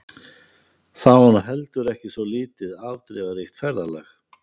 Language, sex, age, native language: Icelandic, male, 50-59, Icelandic